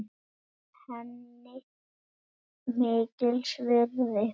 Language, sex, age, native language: Icelandic, male, 8, Icelandic